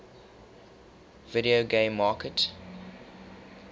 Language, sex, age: English, male, 23